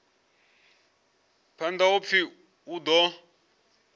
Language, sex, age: Venda, male, 34